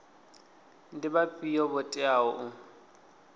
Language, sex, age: Venda, male, 20